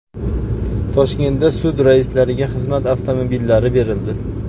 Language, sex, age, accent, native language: Uzbek, male, 25-34, Farg'ona, Uzbek